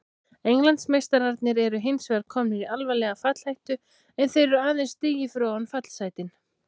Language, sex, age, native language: Icelandic, female, 16, Icelandic